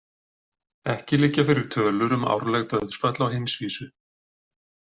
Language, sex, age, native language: Icelandic, male, 40-49, Icelandic